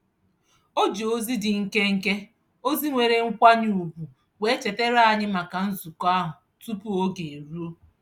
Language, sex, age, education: Igbo, female, 30-45, tertiary